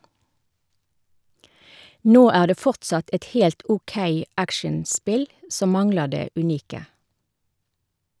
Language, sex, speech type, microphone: Norwegian, female, read, Shure